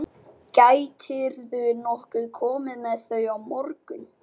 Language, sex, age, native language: Icelandic, male, 12, Icelandic